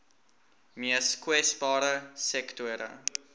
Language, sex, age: Afrikaans, male, 19